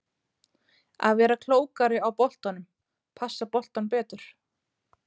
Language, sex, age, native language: Icelandic, female, 30-39, Icelandic